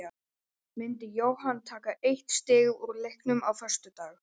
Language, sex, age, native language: Icelandic, male, 11, Icelandic